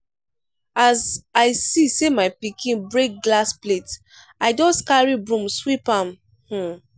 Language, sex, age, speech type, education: Nigerian Pidgin, female, 15-29, spontaneous, tertiary